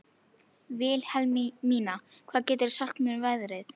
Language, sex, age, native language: Icelandic, female, 11, Icelandic